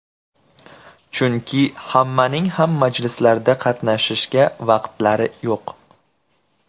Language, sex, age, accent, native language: Uzbek, male, 25-34, Andijon, Uzbek